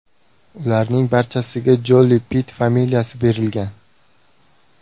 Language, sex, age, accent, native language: Uzbek, male, 18-24, Surxondaryo, Uzbek